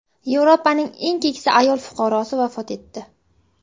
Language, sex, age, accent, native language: Uzbek, female, 18-24, Qashqadaryo, Uzbek